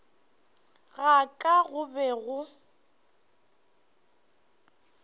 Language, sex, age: Northern Sotho, female, 21